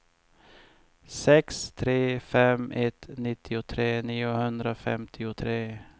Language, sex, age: Swedish, male, 50